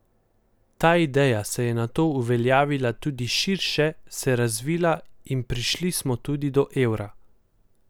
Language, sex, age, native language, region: Slovenian, male, 18-29, Slovenian, Central Slovenia